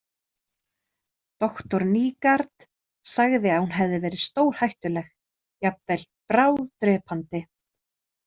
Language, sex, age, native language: Icelandic, female, 30-39, Icelandic